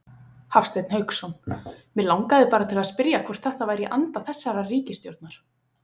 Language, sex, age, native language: Icelandic, female, 20-29, Icelandic